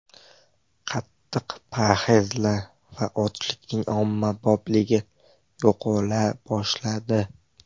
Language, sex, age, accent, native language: Uzbek, male, 12-17, Farg'ona, Uzbek